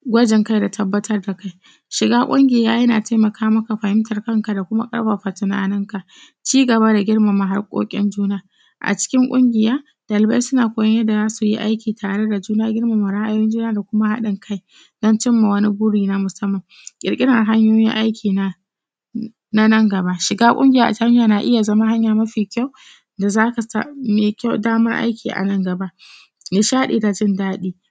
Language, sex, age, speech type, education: Hausa, female, 15-29, spontaneous, tertiary